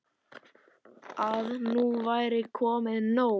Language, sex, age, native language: Icelandic, male, 10, Icelandic